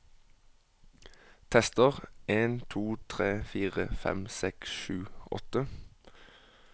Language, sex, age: Norwegian, male, 21